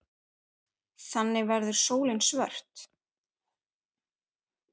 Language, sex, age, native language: Icelandic, female, 8, Icelandic